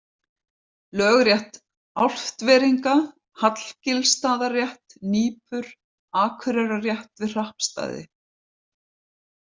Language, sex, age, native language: Icelandic, female, 50-59, Icelandic